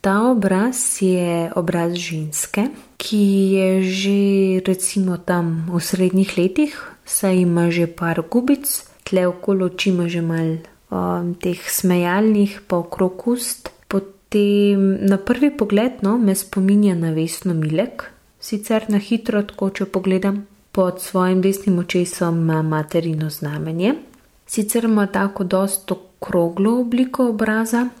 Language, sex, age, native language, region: Slovenian, female, 18-29, Slovenian, Gorenjska region